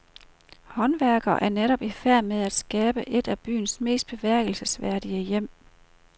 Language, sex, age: Danish, female, 38